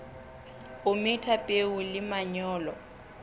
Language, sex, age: Southern Sotho, female, 21